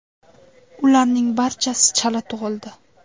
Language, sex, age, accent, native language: Uzbek, female, under 19, Toshkent viloyati, Uzbek